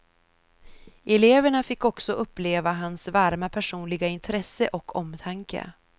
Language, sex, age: Swedish, female, 33